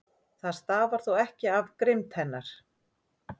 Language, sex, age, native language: Icelandic, female, 40-49, Icelandic